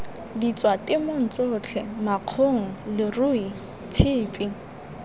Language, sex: Tswana, female